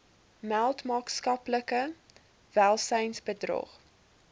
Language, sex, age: Afrikaans, female, 20